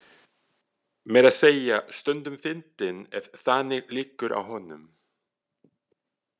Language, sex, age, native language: Icelandic, male, 40-49, French